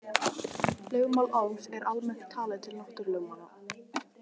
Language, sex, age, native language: Icelandic, female, 18-19, Icelandic